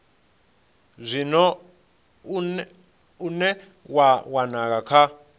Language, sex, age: Venda, male, 26